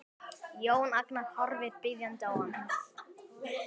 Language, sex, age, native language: Icelandic, male, 12, Icelandic